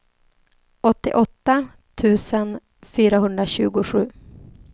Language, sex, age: Swedish, female, 28